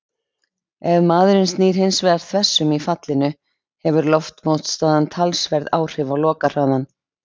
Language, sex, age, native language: Icelandic, female, 20-29, Icelandic